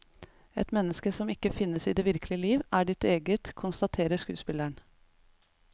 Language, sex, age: Norwegian, female, 33